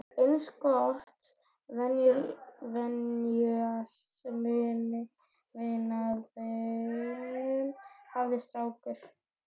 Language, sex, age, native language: Icelandic, male, 12, Icelandic